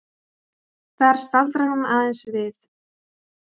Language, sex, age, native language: Icelandic, female, 30-39, Icelandic